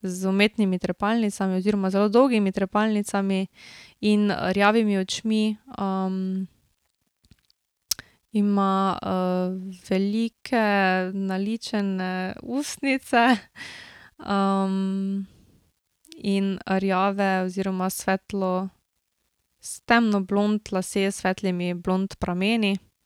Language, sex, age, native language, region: Slovenian, female, 18-29, Slovenian, Drava region